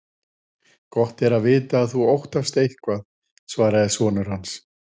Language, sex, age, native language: Icelandic, male, 40-49, Icelandic